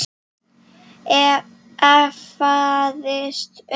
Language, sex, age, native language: Icelandic, female, 7, Icelandic